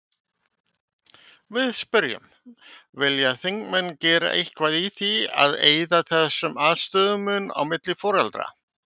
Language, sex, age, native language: Icelandic, male, 50-59, Icelandic